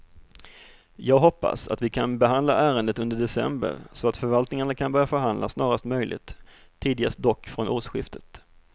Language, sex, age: Swedish, male, 38